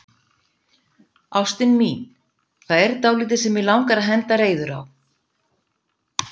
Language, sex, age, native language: Icelandic, female, 50-59, Icelandic